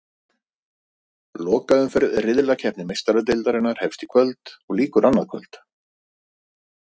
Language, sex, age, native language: Icelandic, male, 50-59, Icelandic